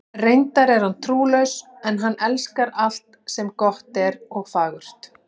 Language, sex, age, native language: Icelandic, female, 40-49, Icelandic